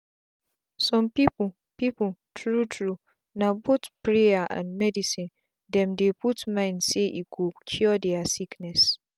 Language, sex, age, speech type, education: Nigerian Pidgin, female, 15-29, spontaneous, tertiary